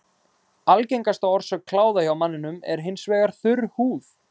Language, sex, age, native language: Icelandic, male, 20-29, Icelandic